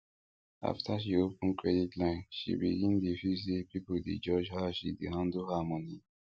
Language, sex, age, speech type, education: Nigerian Pidgin, male, 15-29, spontaneous, tertiary